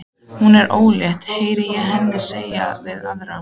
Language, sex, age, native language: Icelandic, female, 14, Icelandic